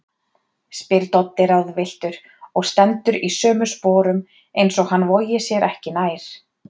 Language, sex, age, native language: Icelandic, female, 30-39, Icelandic